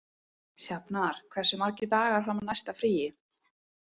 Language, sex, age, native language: Icelandic, female, 30-39, Icelandic